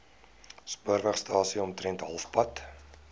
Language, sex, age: Afrikaans, male, 19